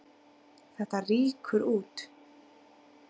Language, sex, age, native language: Icelandic, female, 8, Icelandic